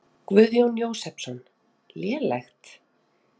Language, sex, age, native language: Icelandic, female, 30-39, Icelandic